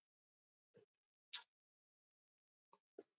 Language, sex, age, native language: Icelandic, male, 11, Icelandic